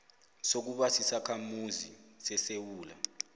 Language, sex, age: South Ndebele, male, 25